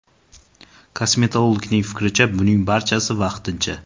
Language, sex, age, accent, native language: Uzbek, male, 19-29, Qashqadaryo, Uzbek